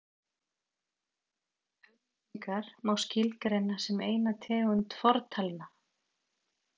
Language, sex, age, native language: Icelandic, female, 40-49, Icelandic